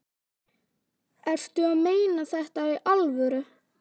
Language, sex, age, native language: Icelandic, female, 11, Icelandic